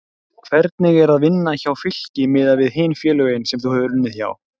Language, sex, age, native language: Icelandic, male, 20-29, Icelandic